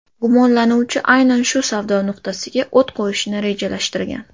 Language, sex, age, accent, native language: Uzbek, female, 18-24, Toshkent shahri, Uzbek